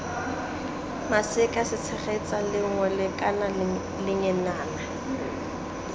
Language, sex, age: Tswana, female, 20